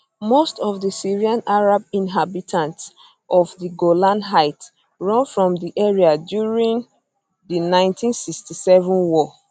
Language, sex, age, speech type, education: Nigerian Pidgin, female, 15-29, spontaneous, tertiary